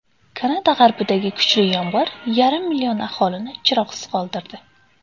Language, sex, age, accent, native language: Uzbek, female, 18-24, Andijon, Uzbek